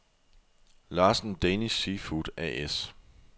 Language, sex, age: Danish, male, 24